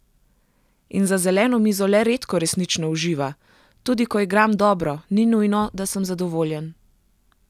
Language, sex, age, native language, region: Slovenian, female, 18-29, Slovenian, Gorenjska region